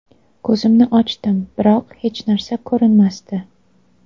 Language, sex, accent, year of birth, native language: Uzbek, female, Toshkent viloyati, 2000, Uzbek